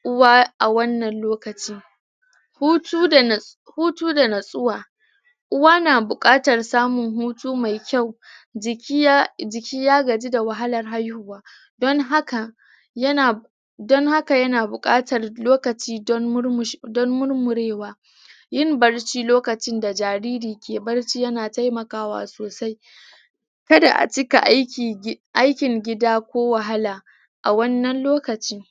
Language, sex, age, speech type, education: Hausa, female, 30-45, spontaneous, tertiary